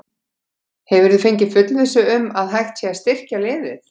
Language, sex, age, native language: Icelandic, female, 50-59, Icelandic